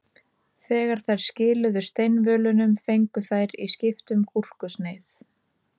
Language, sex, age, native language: Icelandic, female, 30-39, Icelandic